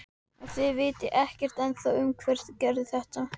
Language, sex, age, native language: Icelandic, male, 12, Icelandic